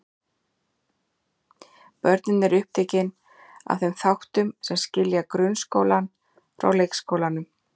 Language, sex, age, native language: Icelandic, female, 40-49, Icelandic